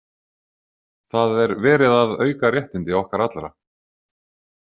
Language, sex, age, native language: Icelandic, male, 40-49, Icelandic